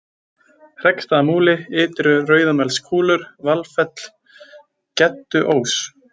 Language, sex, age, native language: Icelandic, male, 20-29, Icelandic